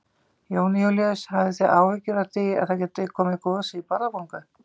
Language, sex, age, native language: Icelandic, female, 50-59, Icelandic